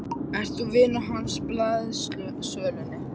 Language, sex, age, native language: Icelandic, male, 13, Icelandic